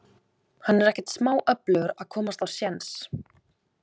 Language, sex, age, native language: Icelandic, female, 20-29, Icelandic